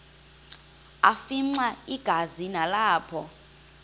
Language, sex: Xhosa, female